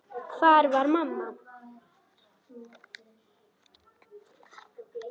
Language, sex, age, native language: Icelandic, other, 10, Icelandic